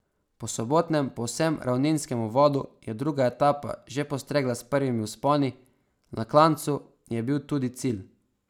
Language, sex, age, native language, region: Slovenian, male, 18-29, Slovenian, Savinja region